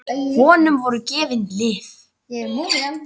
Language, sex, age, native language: Icelandic, female, 10, Icelandic